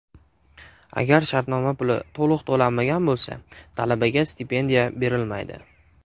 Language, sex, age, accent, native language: Uzbek, male, 19-29, Namangan, Uzbek